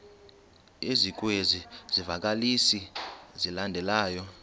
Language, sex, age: Xhosa, male, 19